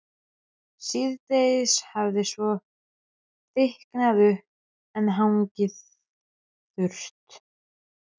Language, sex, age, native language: Icelandic, female, 13, Icelandic